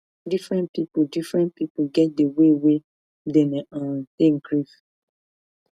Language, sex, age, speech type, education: Nigerian Pidgin, female, 30-45, spontaneous, tertiary